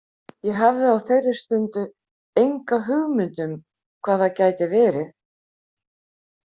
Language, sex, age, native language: Icelandic, female, 50-59, Icelandic